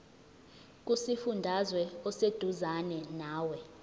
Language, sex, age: Zulu, female, 20